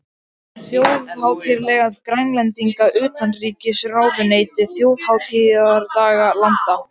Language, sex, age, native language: Icelandic, male, 18-19, Icelandic